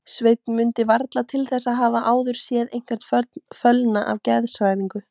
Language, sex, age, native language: Icelandic, female, 18-19, Icelandic